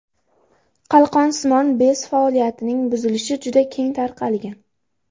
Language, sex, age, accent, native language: Uzbek, female, under 19, Andijon, Uzbek